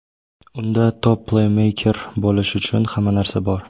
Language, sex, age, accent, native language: Uzbek, male, 18-24, Toshkent viloyati, Uzbek